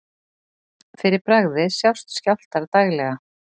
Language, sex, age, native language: Icelandic, female, 40-49, Icelandic